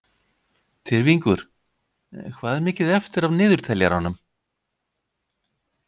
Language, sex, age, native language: Icelandic, male, 50-59, Icelandic